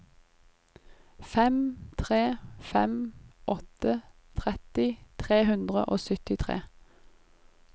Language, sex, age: Norwegian, female, 25